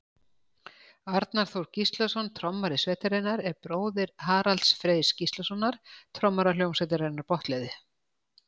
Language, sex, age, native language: Icelandic, female, 60-69, Icelandic